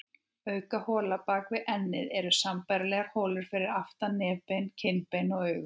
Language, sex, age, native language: Icelandic, female, 18-19, Icelandic